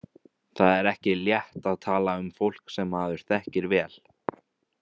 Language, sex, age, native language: Icelandic, male, 20-29, Icelandic